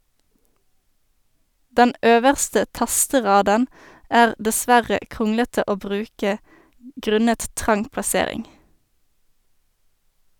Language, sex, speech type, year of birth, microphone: Norwegian, female, read, 1991, Sennheiser